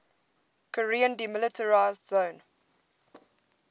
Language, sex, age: English, female, 22